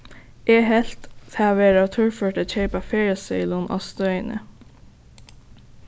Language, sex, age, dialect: Faroese, female, 15-35, Suðuroy